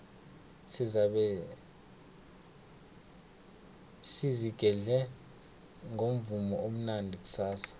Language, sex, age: South Ndebele, male, 21